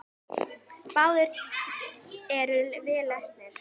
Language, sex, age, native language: Icelandic, female, 10, Icelandic